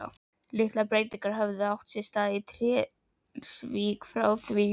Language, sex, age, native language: Icelandic, female, 11, Icelandic